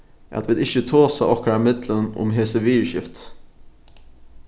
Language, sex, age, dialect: Faroese, male, 15-35, Norðuroyggjar